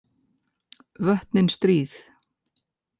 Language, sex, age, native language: Icelandic, male, 18-19, Icelandic